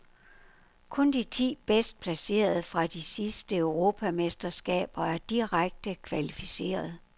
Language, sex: Danish, female